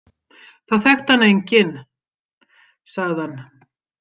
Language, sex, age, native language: Icelandic, female, 50-59, Icelandic